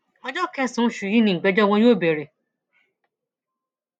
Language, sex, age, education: Yoruba, female, 30-45, tertiary